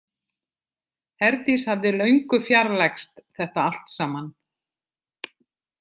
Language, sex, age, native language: Icelandic, other, 50-59, Icelandic